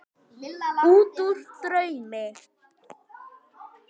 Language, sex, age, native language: Icelandic, male, 10, Icelandic